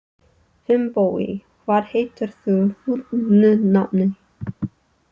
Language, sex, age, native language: Icelandic, female, 30-39, English